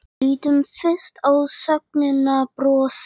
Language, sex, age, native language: Icelandic, male, 10, Icelandic